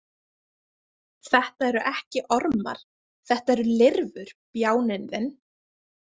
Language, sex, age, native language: Icelandic, female, 20-29, Icelandic